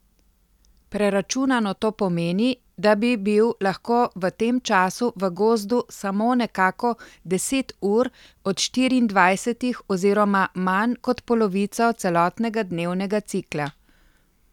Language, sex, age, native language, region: Slovenian, female, 50-59, Slovenian, Central Slovenia